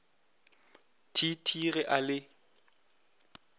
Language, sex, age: Northern Sotho, male, 20